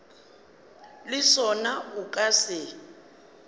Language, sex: Northern Sotho, female